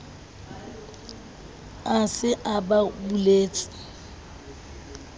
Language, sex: Southern Sotho, female